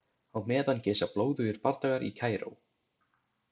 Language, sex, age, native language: Icelandic, male, 20-29, Icelandic